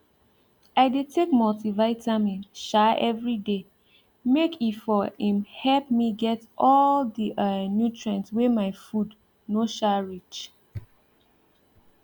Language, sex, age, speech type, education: Nigerian Pidgin, female, 15-29, spontaneous, tertiary